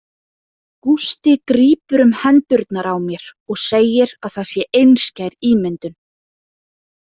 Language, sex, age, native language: Icelandic, female, 20-29, Icelandic